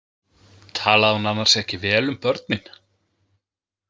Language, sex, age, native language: Icelandic, male, 20-29, Icelandic